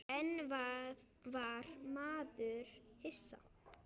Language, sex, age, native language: Icelandic, female, 8, Icelandic